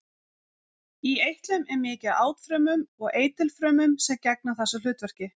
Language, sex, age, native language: Icelandic, female, 40-49, Icelandic